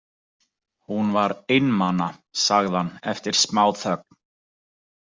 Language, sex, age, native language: Icelandic, male, 40-49, Icelandic